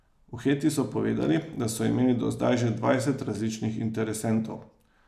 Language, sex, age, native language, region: Slovenian, male, 30-49, Slovenian, Savinja region